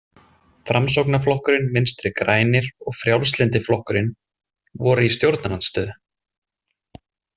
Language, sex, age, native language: Icelandic, male, 20-29, Icelandic